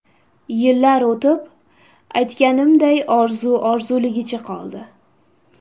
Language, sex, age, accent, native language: Uzbek, female, 18-24, Toshkent shahri, Uzbek